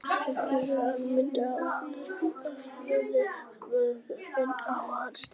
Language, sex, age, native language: Icelandic, female, 50-59, Icelandic